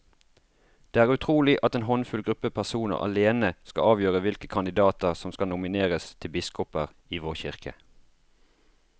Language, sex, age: Norwegian, male, 33